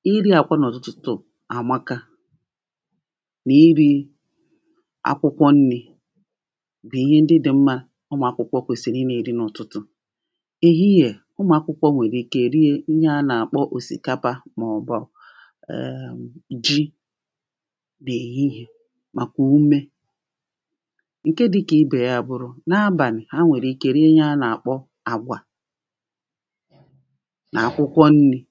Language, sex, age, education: Igbo, female, 30-45, primary